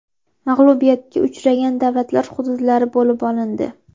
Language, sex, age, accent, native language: Uzbek, female, 12-17, Andijon, Uzbek